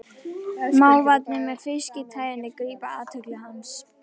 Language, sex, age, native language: Icelandic, other, 12, Icelandic